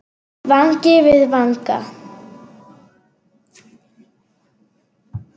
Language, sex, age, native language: Icelandic, female, 9, Serbo-Croatian